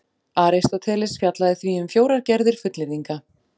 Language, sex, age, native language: Icelandic, female, 40-49, Icelandic